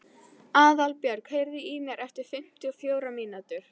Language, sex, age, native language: Icelandic, female, 11, Icelandic